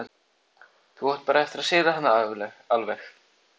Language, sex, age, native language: Icelandic, male, 14, Icelandic